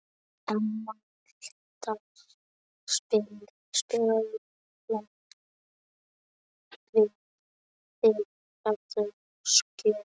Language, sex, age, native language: Icelandic, male, 12, Icelandic